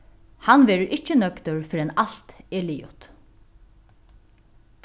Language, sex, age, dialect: Faroese, female, 36-60, Norðuroyggjar